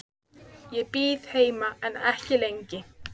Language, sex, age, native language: Icelandic, female, 14, Icelandic